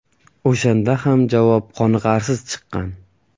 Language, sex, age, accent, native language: Uzbek, male, 25-34, Qashqadaryo, Uzbek